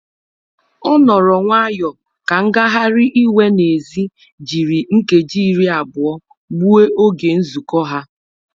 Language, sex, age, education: Igbo, female, 30-45, tertiary